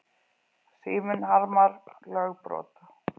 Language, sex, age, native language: Icelandic, female, 40-49, Icelandic